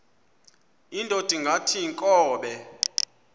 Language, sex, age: Xhosa, male, 24